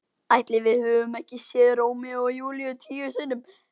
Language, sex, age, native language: Icelandic, male, 12, Icelandic